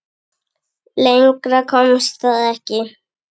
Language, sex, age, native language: Icelandic, female, 9, Icelandic